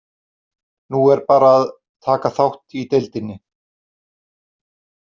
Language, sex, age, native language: Icelandic, male, 40-49, Icelandic